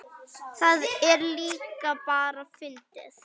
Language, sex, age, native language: Icelandic, female, 9, Icelandic